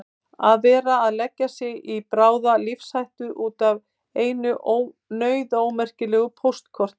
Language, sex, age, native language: Icelandic, female, 50-59, Icelandic